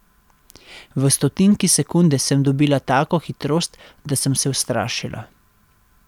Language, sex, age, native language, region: Slovenian, male, 30-49, Slovenian, Central Slovenia